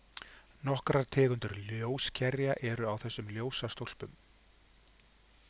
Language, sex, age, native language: Icelandic, male, 50-59, Icelandic